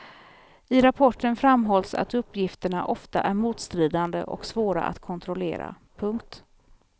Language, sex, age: Swedish, female, 43